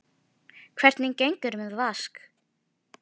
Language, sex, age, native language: Icelandic, female, 10, Filipino